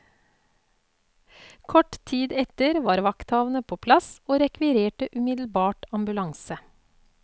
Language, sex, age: Norwegian, female, 48